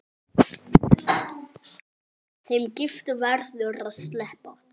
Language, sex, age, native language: Icelandic, male, 9, Icelandic